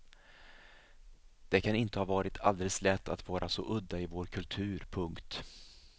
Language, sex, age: Swedish, male, 37